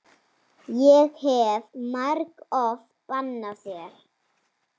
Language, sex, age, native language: Icelandic, female, 7, Icelandic